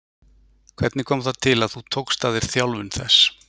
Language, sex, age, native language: Icelandic, male, 40-49, Icelandic